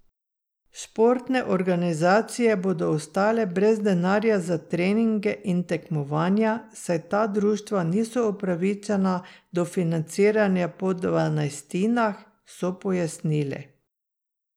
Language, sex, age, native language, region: Slovenian, female, 60+, Slovenian, Drava region